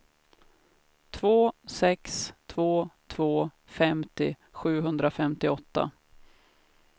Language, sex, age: Swedish, female, 33